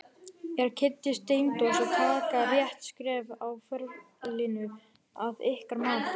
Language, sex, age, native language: Icelandic, male, 18-19, Icelandic